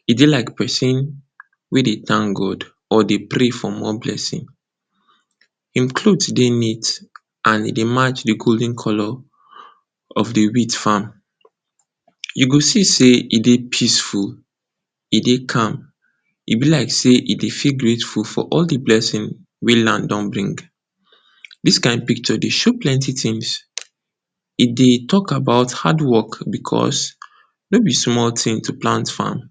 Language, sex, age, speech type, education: Nigerian Pidgin, male, 46-60, spontaneous, tertiary